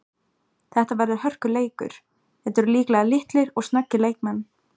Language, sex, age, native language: Icelandic, female, 18-19, Icelandic